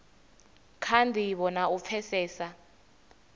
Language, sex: Venda, female